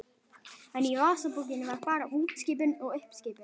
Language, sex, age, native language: Icelandic, female, 11, Icelandic